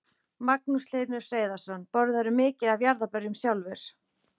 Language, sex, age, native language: Icelandic, female, 40-49, Icelandic